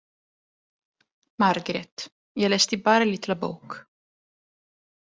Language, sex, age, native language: Icelandic, female, 20-29, Italian